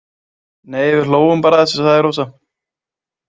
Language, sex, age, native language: Icelandic, male, 20-29, Icelandic